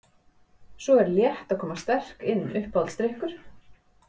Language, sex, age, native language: Icelandic, female, 40-49, Icelandic